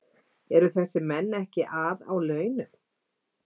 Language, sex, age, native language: Icelandic, female, 50-59, Icelandic